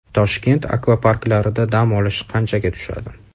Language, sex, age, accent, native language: Uzbek, male, 35+, Qashqadaryo, Uzbek